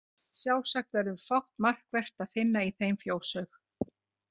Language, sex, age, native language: Icelandic, female, 50-59, Icelandic